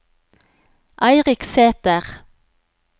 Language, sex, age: Norwegian, female, 43